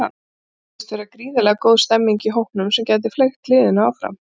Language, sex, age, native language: Icelandic, female, 40-49, Icelandic